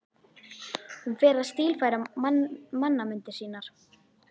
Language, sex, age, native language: Icelandic, female, 11, Icelandic